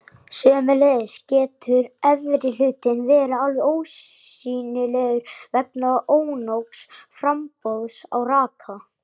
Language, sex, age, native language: Icelandic, male, 40-49, Icelandic